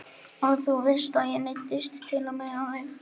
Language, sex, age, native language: Icelandic, male, 11, Icelandic